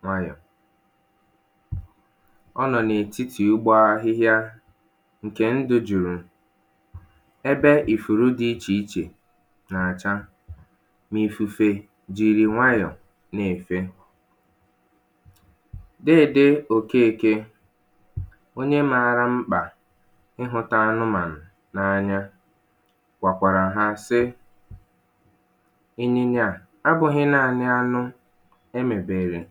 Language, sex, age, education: Igbo, male, 15-29, tertiary